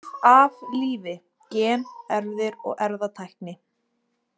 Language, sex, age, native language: Icelandic, female, 20-29, Icelandic